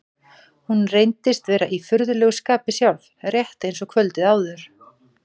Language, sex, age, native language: Icelandic, female, 40-49, Icelandic